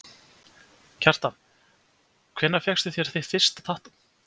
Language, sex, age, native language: Icelandic, male, 20-29, Icelandic